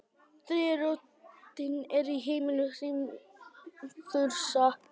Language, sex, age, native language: Icelandic, male, 18-19, Icelandic